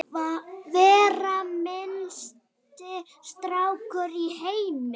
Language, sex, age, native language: Icelandic, female, 9, Icelandic